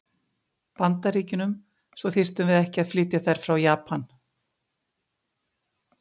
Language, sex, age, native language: Icelandic, female, 50-59, Icelandic